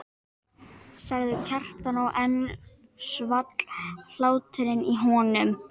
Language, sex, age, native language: Icelandic, female, 12, Icelandic